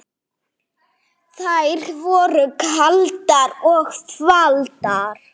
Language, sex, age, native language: Icelandic, female, 7, Icelandic